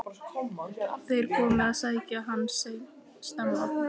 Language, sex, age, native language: Icelandic, female, 15, Icelandic